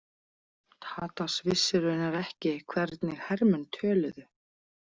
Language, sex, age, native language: Icelandic, female, 40-49, Icelandic